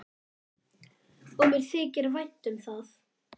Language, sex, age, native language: Icelandic, male, 11, Icelandic